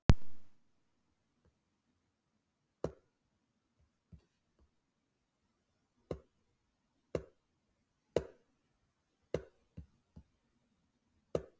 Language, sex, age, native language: Icelandic, female, 60-69, Icelandic